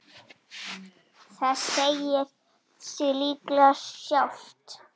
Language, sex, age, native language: Icelandic, female, 9, Icelandic